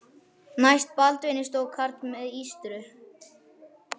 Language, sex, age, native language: Icelandic, male, 11, Icelandic